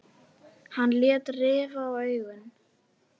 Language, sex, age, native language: Icelandic, female, 10, Icelandic